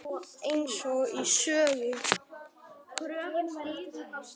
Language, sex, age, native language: Icelandic, male, 9, Icelandic